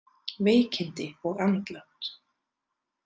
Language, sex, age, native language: Icelandic, female, 30-39, Icelandic